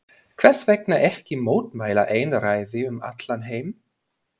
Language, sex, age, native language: Icelandic, male, 20-29, German